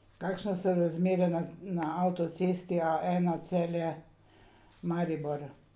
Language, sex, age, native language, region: Slovenian, female, 60+, Slovenian, Savinja region